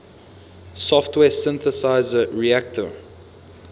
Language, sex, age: English, male, 22